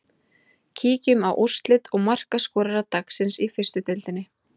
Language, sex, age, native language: Icelandic, female, 20-29, Icelandic